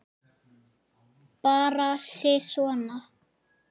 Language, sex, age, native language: Icelandic, male, 8, Icelandic